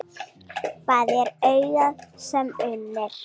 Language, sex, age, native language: Icelandic, female, 40-49, Icelandic